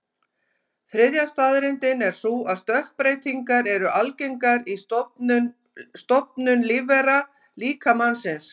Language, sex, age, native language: Icelandic, female, 50-59, Icelandic